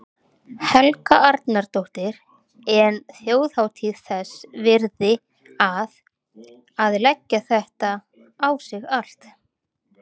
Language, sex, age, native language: Icelandic, female, 30-39, Icelandic